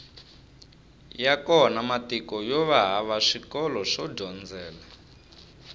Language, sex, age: Tsonga, male, 25